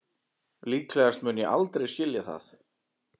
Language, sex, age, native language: Icelandic, male, 40-49, Icelandic